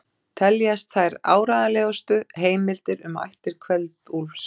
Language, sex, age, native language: Icelandic, female, 50-59, Icelandic